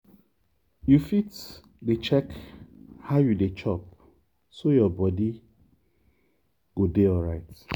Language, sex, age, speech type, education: Nigerian Pidgin, male, 30-45, spontaneous, tertiary